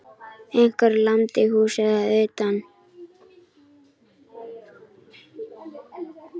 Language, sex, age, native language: Icelandic, female, 10, Icelandic